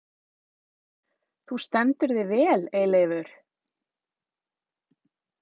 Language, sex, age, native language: Icelandic, female, 30-39, Icelandic